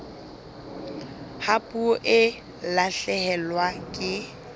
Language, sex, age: Southern Sotho, female, 22